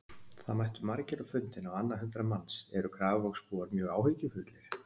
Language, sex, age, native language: Icelandic, male, 50-59, Icelandic